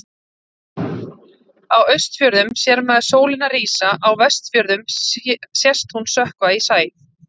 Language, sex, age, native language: Icelandic, female, 30-39, Icelandic